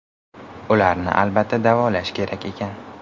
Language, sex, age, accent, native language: Uzbek, male, 18-24, Samarqand, Uzbek